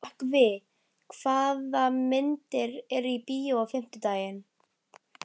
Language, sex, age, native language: Icelandic, female, 12, Icelandic